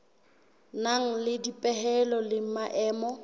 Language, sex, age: Southern Sotho, female, 21